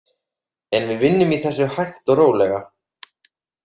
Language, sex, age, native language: Icelandic, male, 30-39, Icelandic